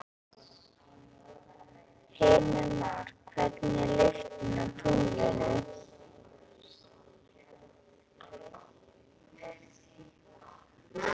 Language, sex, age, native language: Icelandic, female, 11, Icelandic